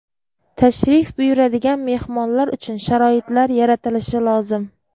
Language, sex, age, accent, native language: Uzbek, female, 25-34, Qoraqalpog'iston, Uzbek